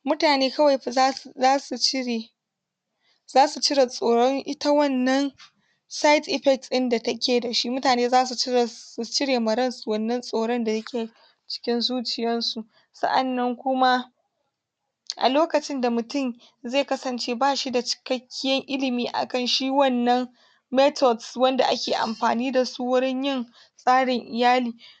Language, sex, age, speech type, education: Hausa, female, 15-29, spontaneous, tertiary